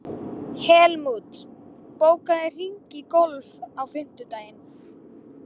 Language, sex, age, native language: Icelandic, female, 18-19, Icelandic